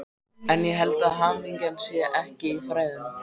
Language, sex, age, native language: Icelandic, male, 13, Icelandic